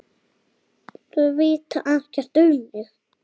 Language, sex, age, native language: Icelandic, female, 8, Icelandic